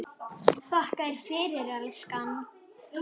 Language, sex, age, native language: Icelandic, male, 10, Icelandic